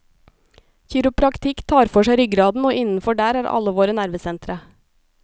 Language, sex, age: Norwegian, female, 37